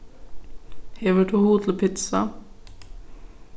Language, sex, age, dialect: Faroese, female, 15-35, Suðurstreymoy